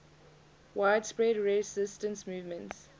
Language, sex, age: English, female, 21